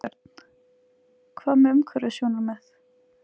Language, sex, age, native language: Icelandic, female, 20-29, Icelandic